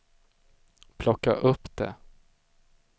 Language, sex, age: Swedish, male, 25